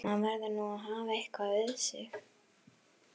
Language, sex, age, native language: Icelandic, female, 11, Icelandic